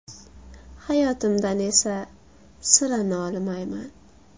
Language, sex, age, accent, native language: Uzbek, female, 18-24, Toshkent shahri, Uzbek